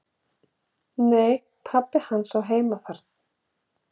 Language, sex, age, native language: Icelandic, female, 40-49, Icelandic